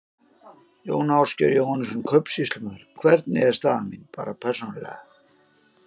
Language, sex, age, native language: Icelandic, male, 50-59, Icelandic